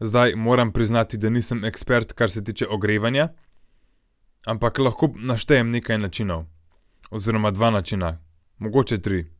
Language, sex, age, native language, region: Slovenian, male, 18-29, Slovenian, Gorenjska region